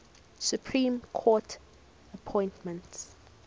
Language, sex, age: English, female, 19